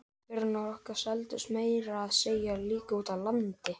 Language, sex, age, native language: Icelandic, male, 11, Icelandic